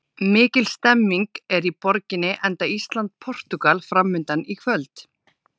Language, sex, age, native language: Icelandic, female, 30-39, Icelandic